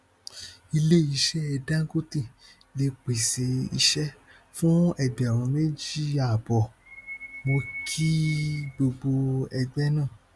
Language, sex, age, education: Yoruba, male, 15-29, tertiary